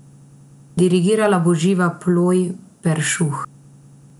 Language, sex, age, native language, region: Slovenian, female, 18-29, Slovenian, Central Slovenia